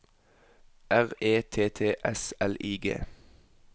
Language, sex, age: Norwegian, male, 21